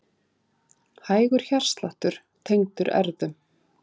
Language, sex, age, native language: Icelandic, female, 30-39, Icelandic